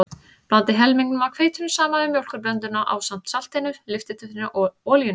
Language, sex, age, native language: Icelandic, female, 30-39, Icelandic